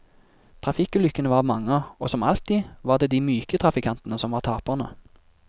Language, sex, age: Norwegian, male, 24